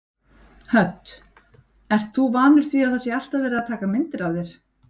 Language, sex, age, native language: Icelandic, female, 30-39, Icelandic